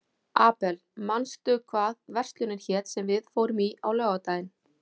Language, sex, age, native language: Icelandic, female, 40-49, Icelandic